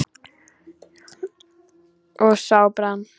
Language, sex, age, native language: Icelandic, female, 9, Icelandic